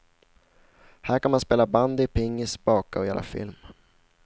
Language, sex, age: Swedish, male, 16